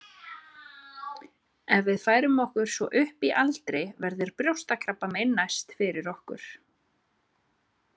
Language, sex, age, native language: Icelandic, female, 30-39, Icelandic